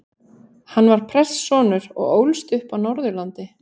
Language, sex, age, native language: Icelandic, female, 30-39, Icelandic